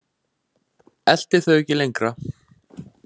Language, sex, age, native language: Icelandic, male, 20-29, Icelandic